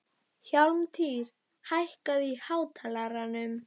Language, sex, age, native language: Icelandic, female, 12, Icelandic